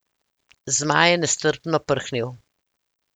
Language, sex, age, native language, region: Slovenian, female, 50-59, Slovenian, Central Slovenia